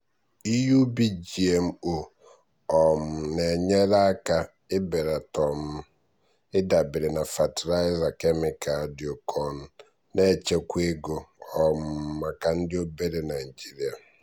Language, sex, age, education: Igbo, male, 15-29, tertiary